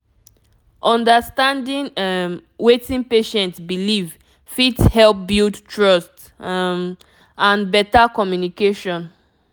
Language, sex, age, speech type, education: Nigerian Pidgin, female, 15-29, spontaneous, tertiary